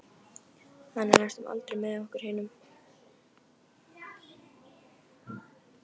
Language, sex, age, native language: Icelandic, female, 11, Icelandic